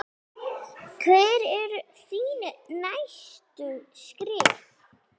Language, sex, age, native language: Icelandic, female, 9, Icelandic